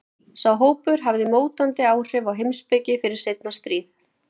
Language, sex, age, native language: Icelandic, female, 40-49, Icelandic